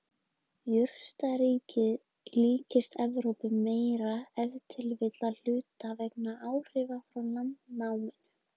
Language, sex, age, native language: Icelandic, female, 20-29, Icelandic